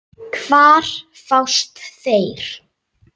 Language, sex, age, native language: Icelandic, male, 8, Icelandic